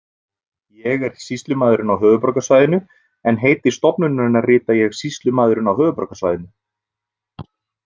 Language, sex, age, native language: Icelandic, male, 30-39, Icelandic